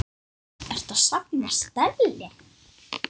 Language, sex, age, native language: Icelandic, other, 10, Icelandic